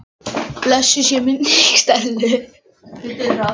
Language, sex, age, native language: Icelandic, male, 10, Icelandic